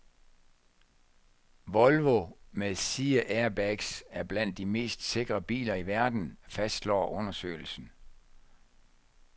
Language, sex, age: Danish, male, 64